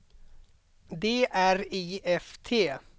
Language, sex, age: Swedish, male, 32